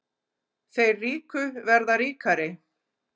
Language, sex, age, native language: Icelandic, female, 50-59, Icelandic